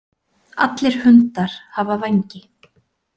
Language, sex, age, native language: Icelandic, female, 40-49, Icelandic